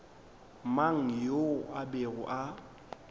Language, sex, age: Northern Sotho, male, 22